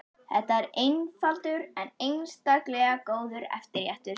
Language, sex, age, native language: Icelandic, female, 11, Icelandic